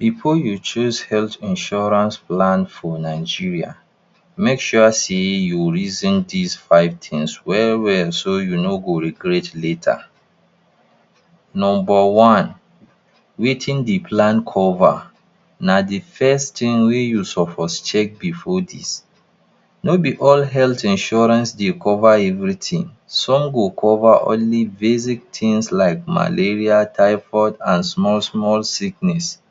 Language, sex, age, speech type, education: Nigerian Pidgin, male, 30-45, spontaneous, tertiary